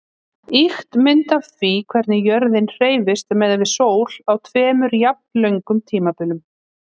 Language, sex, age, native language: Icelandic, female, 30-39, Icelandic